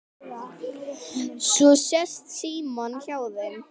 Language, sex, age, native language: Icelandic, female, 10, Icelandic